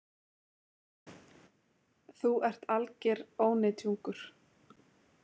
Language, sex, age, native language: Icelandic, female, 20-29, Icelandic